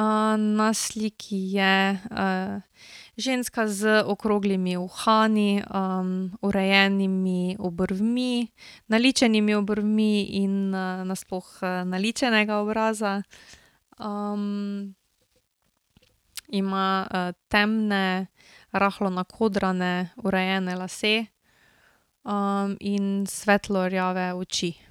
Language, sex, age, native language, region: Slovenian, female, 18-29, Slovenian, Drava region